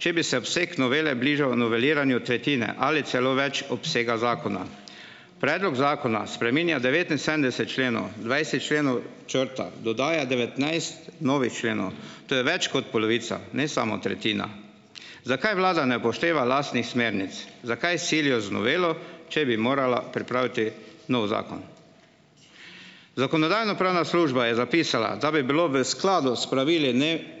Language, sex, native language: Slovenian, male, Slovenian